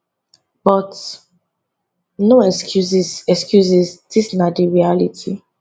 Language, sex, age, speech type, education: Nigerian Pidgin, female, 15-29, spontaneous, tertiary